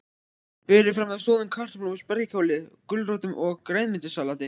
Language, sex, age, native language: Icelandic, male, 14, Icelandic